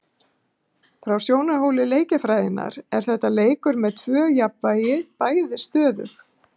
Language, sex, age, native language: Icelandic, female, 50-59, Icelandic